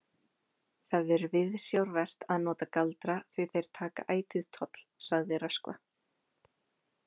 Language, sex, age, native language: Icelandic, female, 30-39, Icelandic